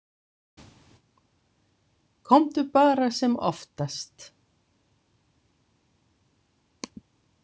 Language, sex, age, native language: Icelandic, female, 60-69, Icelandic